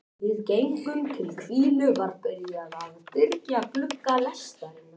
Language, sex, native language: Icelandic, other, Icelandic